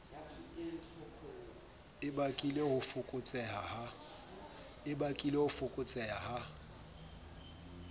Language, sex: Southern Sotho, male